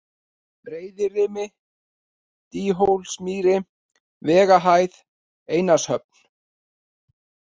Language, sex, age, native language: Icelandic, male, 40-49, Icelandic